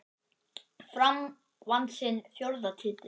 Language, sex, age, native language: Icelandic, male, 10, Icelandic